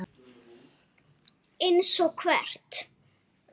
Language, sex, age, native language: Icelandic, male, 9, Icelandic